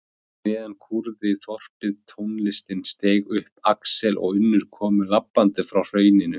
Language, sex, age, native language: Icelandic, male, 20-29, Icelandic